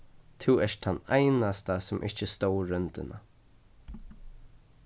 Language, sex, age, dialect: Faroese, male, 15-35, Suðurstreymoy